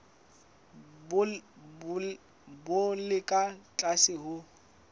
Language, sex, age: Southern Sotho, male, 20